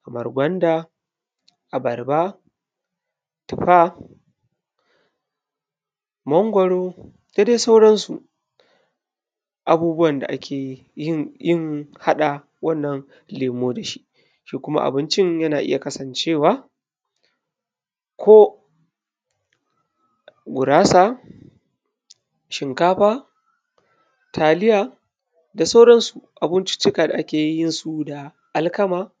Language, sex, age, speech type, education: Hausa, male, 15-29, spontaneous, primary